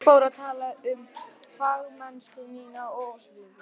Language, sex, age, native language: Icelandic, male, 11, Icelandic